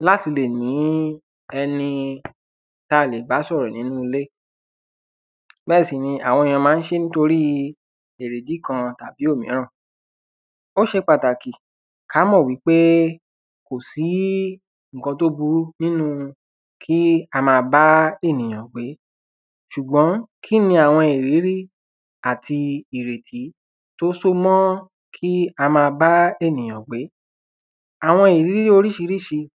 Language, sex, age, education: Yoruba, male, 15-29, tertiary